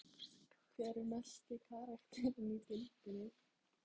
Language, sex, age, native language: Icelandic, female, 15, Icelandic